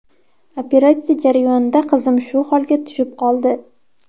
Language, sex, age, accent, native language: Uzbek, female, 12-17, Toshkent viloyati, Uzbek